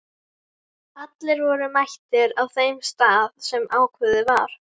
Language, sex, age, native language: Icelandic, female, 11, Icelandic